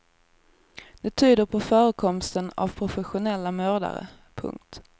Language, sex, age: Swedish, female, 24